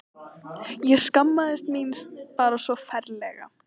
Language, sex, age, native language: Icelandic, female, 14, Icelandic